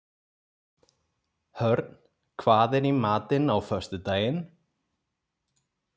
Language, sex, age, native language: Icelandic, male, 20-29, Icelandic